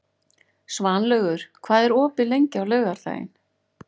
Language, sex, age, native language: Icelandic, female, 40-49, Icelandic